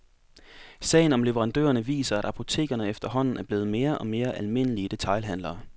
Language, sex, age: Danish, male, 24